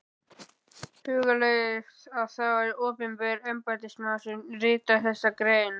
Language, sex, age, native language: Icelandic, male, 12, Icelandic